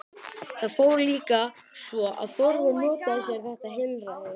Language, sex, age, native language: Icelandic, other, 12, Icelandic